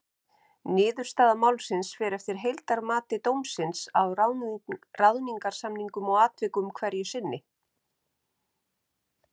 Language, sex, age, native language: Icelandic, female, 50-59, Icelandic